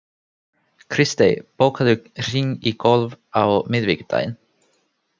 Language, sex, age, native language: Icelandic, male, 18-19, Finnish